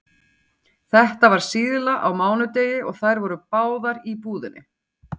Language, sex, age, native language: Icelandic, female, 40-49, Icelandic